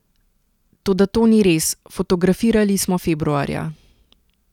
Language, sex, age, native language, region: Slovenian, female, 30-49, Slovenian, Central Slovenia